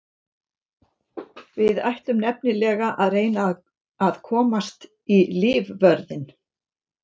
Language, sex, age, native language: Icelandic, female, 70-79, Icelandic